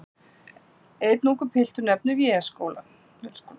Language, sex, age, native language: Icelandic, female, 50-59, Icelandic